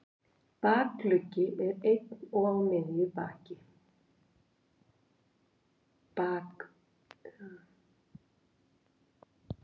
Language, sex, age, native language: Icelandic, female, 50-59, Icelandic